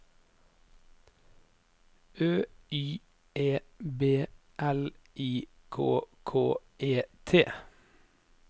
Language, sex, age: Norwegian, male, 30